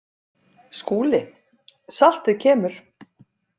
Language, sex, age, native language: Icelandic, female, 50-59, Icelandic